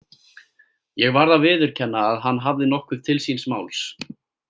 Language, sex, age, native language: Icelandic, male, 18-19, Icelandic